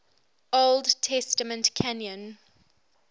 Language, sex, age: English, female, 23